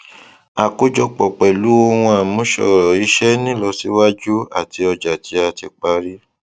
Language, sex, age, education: Yoruba, male, 30-45, tertiary